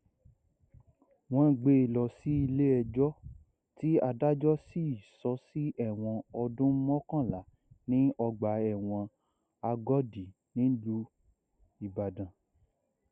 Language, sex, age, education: Yoruba, male, 60+, secondary